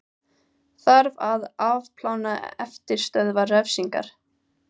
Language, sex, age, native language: Icelandic, female, 18-19, Icelandic